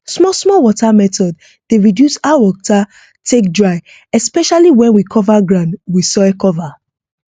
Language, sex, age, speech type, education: Nigerian Pidgin, female, 15-29, spontaneous, tertiary